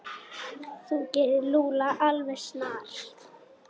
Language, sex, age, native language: Icelandic, other, 10, Icelandic